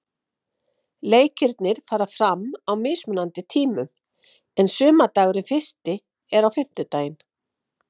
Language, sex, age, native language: Icelandic, female, 50-59, Icelandic